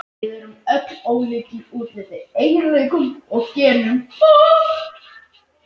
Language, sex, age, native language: Icelandic, male, 18-19, Icelandic